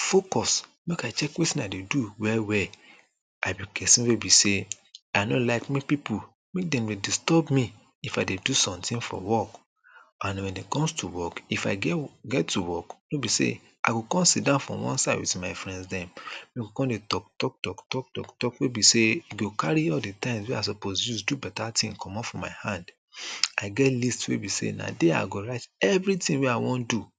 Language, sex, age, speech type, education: Nigerian Pidgin, male, 30-45, spontaneous, tertiary